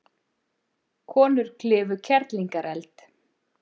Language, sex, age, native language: Icelandic, female, 50-59, Icelandic